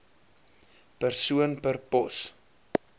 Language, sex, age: Afrikaans, male, 23